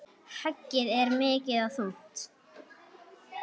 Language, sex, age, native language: Icelandic, female, 8, Icelandic